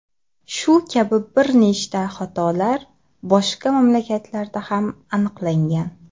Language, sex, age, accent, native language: Uzbek, female, 19-29, Xorazm, Uzbek